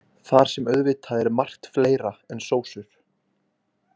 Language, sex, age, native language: Icelandic, male, 20-29, Icelandic